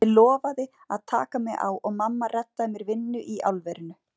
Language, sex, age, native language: Icelandic, female, 40-49, Icelandic